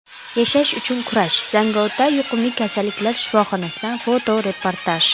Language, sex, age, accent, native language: Uzbek, female, 19-29, Namangan, Uzbek